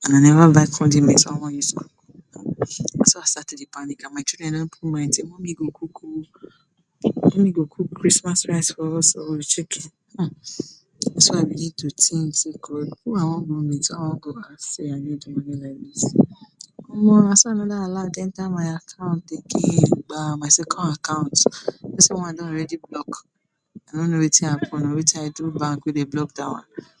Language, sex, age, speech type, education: Nigerian Pidgin, female, 46-60, spontaneous, tertiary